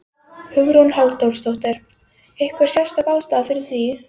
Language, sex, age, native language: Icelandic, female, 12, Icelandic